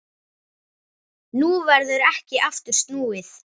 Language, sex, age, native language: Icelandic, male, 10, Icelandic